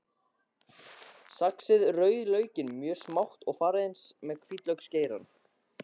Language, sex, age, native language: Icelandic, male, 14, Icelandic